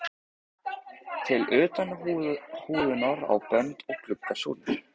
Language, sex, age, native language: Icelandic, male, 13, Icelandic